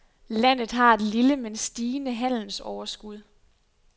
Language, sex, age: Danish, female, 23